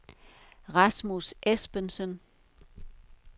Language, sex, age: Danish, female, 51